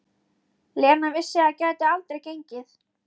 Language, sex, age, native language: Icelandic, female, 13, Icelandic